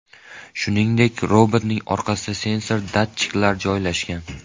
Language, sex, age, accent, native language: Uzbek, male, 18-24, Andijon, Uzbek